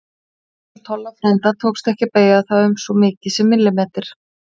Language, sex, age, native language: Icelandic, female, 40-49, Icelandic